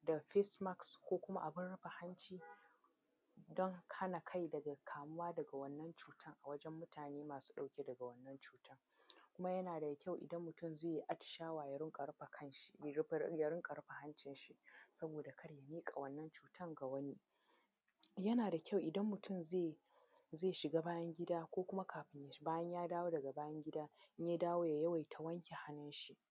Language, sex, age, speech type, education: Hausa, female, 15-29, spontaneous, secondary